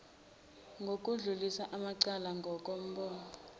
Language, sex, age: Zulu, female, 21